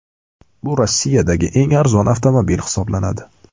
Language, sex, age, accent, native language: Uzbek, male, 18-24, Andijon, Uzbek